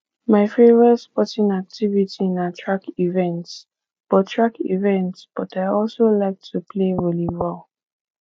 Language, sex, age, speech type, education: Nigerian Pidgin, female, 15-29, spontaneous, tertiary